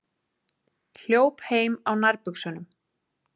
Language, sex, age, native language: Icelandic, female, 30-39, Icelandic